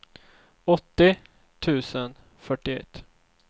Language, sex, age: Swedish, male, 24